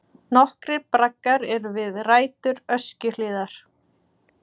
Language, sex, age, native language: Icelandic, female, 40-49, Icelandic